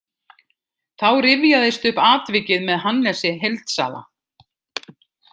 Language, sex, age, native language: Icelandic, female, 50-59, Icelandic